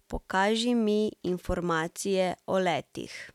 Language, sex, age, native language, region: Slovenian, female, 18-29, Slovenian, Central Slovenia